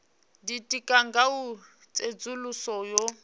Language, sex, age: Venda, female, 28